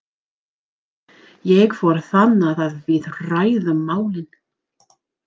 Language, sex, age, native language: Icelandic, female, 40-49, English